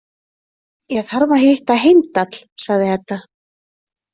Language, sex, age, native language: Icelandic, female, 30-39, Icelandic